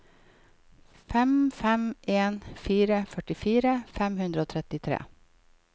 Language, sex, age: Norwegian, female, 51